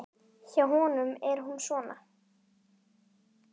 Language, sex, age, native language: Icelandic, female, 10, Icelandic